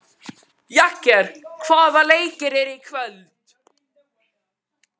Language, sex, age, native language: Icelandic, male, 12, Icelandic